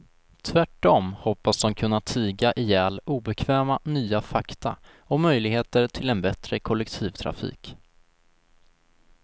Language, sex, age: Swedish, male, 19